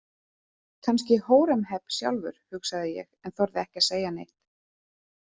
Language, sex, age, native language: Icelandic, female, 30-39, Icelandic